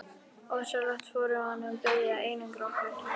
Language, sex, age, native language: Icelandic, female, 11, Icelandic